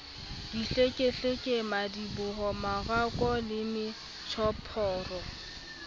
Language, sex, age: Southern Sotho, female, 25